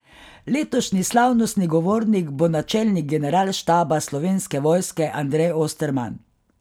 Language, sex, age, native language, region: Slovenian, female, 50-59, Slovenian, Carinthia region